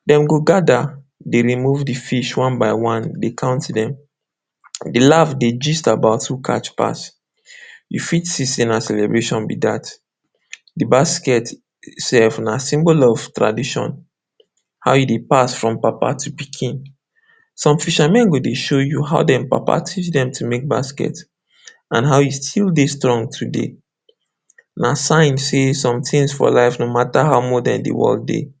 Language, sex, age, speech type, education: Nigerian Pidgin, male, 46-60, spontaneous, tertiary